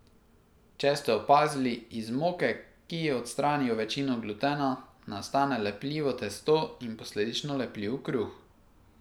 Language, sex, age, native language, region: Slovenian, male, 18-29, Slovenian, Pomurje region